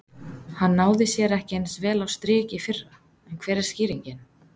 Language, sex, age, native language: Icelandic, female, 30-39, Icelandic